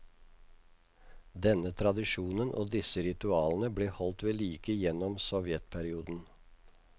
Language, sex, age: Norwegian, male, 56